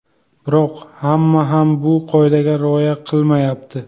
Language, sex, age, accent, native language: Uzbek, male, 18-24, Buxoro, Uzbek